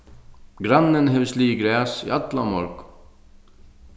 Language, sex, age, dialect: Faroese, male, 36-60, Sandoy